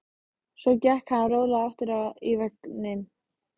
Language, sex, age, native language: Icelandic, female, 13, Icelandic